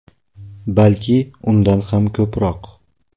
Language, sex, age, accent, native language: Uzbek, male, 18-24, Navoiy, Uzbek